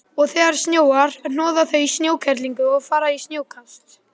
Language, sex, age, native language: Icelandic, male, 11, Icelandic